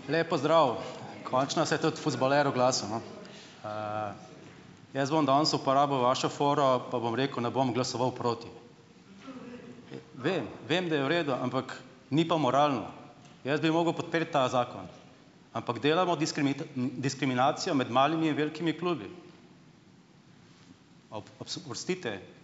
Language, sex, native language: Slovenian, male, Slovenian